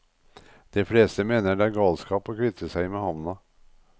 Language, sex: Norwegian, male